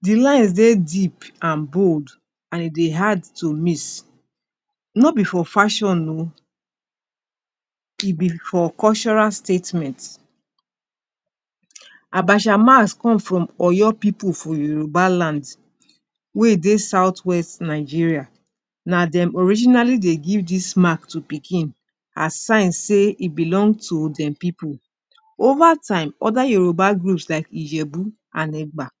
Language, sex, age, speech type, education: Nigerian Pidgin, female, 46-60, spontaneous, tertiary